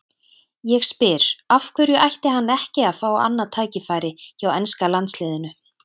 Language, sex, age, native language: Icelandic, female, 30-39, Icelandic